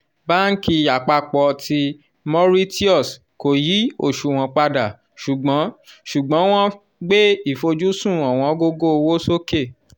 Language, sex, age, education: Yoruba, male, 15-29, tertiary